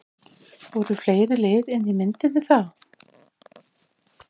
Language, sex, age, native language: Icelandic, female, 40-49, Icelandic